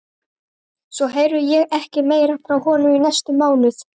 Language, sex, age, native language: Icelandic, male, 12, Icelandic